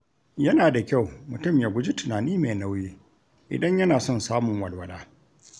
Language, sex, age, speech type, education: Hausa, male, 60+, read, tertiary